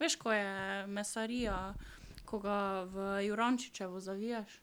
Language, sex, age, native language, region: Slovenian, female, 12-17, Slovenian, Drava region